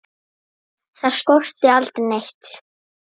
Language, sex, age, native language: Icelandic, female, 9, Icelandic